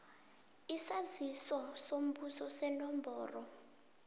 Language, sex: South Ndebele, female